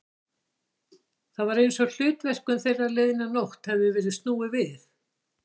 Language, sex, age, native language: Icelandic, female, 60-69, Icelandic